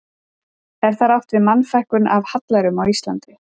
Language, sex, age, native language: Icelandic, female, 40-49, Icelandic